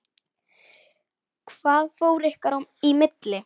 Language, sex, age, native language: Icelandic, female, 9, Icelandic